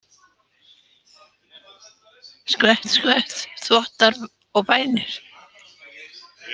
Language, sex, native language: Icelandic, female, Icelandic